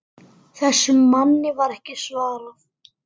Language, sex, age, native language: Icelandic, male, 8, Icelandic